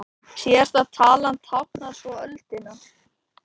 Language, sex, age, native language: Icelandic, male, 18-19, Icelandic